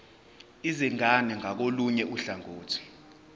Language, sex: Zulu, male